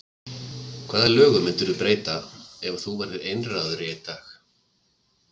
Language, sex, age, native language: Icelandic, male, 50-59, Icelandic